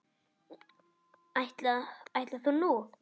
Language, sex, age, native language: Icelandic, male, 10, Icelandic